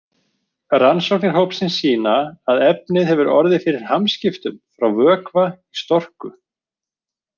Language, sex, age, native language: Icelandic, male, 40-49, Icelandic